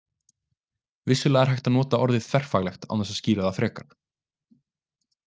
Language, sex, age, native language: Icelandic, male, 20-29, Icelandic